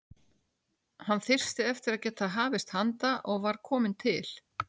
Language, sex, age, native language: Icelandic, female, 60-69, Icelandic